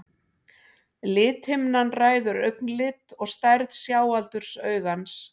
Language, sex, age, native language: Icelandic, female, 60-69, Icelandic